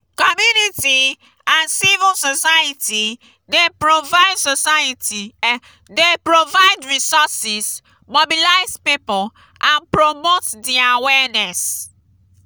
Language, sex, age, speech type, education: Nigerian Pidgin, female, 15-29, spontaneous, tertiary